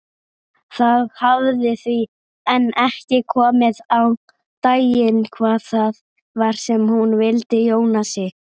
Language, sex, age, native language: Icelandic, female, 30-39, Icelandic